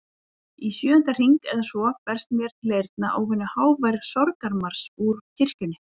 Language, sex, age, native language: Icelandic, female, 40-49, Icelandic